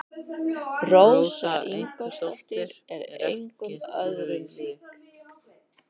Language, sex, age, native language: Icelandic, male, 12, Icelandic